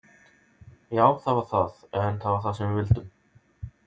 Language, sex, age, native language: Icelandic, male, 30-39, Icelandic